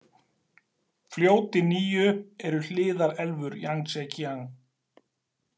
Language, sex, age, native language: Icelandic, male, 40-49, Icelandic